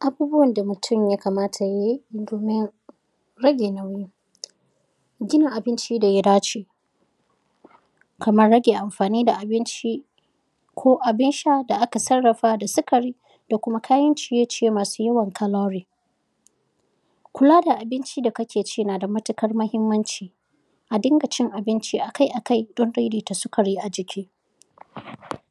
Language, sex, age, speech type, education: Hausa, female, 15-29, spontaneous, tertiary